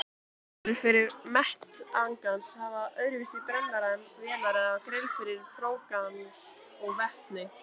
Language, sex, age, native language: Icelandic, female, 18-19, Icelandic